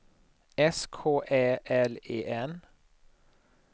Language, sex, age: Swedish, male, 39